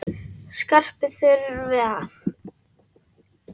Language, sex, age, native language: Icelandic, female, 9, Icelandic